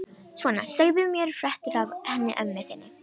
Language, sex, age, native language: Icelandic, female, 18-19, Romanian